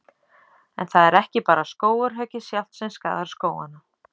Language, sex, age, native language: Icelandic, female, 30-39, Icelandic